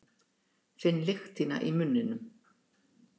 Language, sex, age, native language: Icelandic, female, 60-69, Icelandic